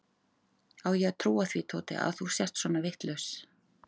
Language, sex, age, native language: Icelandic, female, 40-49, Icelandic